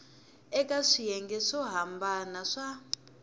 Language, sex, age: Tsonga, female, 21